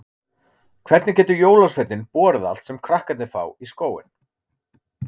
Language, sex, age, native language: Icelandic, male, 30-39, Icelandic